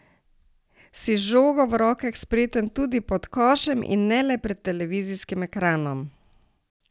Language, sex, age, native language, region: Slovenian, female, 60+, Slovenian, Savinja region